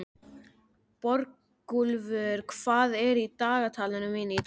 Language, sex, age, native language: Icelandic, male, 13, Icelandic